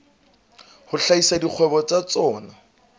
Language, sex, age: Southern Sotho, male, 26